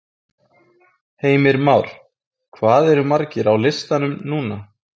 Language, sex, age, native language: Icelandic, male, 20-29, Icelandic